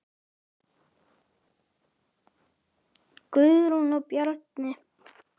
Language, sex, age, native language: Icelandic, male, 10, Icelandic